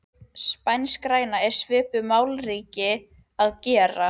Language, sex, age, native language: Icelandic, female, 13, Icelandic